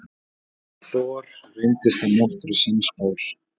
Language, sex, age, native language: Icelandic, male, 40-49, Icelandic